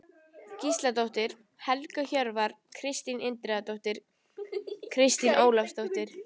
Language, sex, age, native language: Icelandic, female, 14, Icelandic